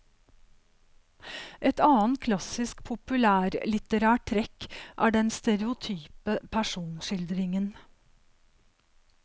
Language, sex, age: Norwegian, female, 52